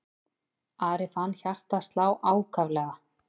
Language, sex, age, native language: Icelandic, female, 50-59, Icelandic